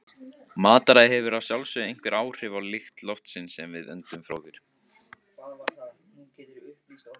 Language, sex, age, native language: Icelandic, male, 18-19, Icelandic